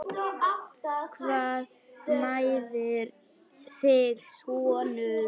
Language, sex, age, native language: Icelandic, female, 9, Icelandic